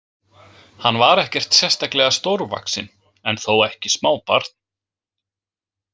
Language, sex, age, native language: Icelandic, male, 20-29, Icelandic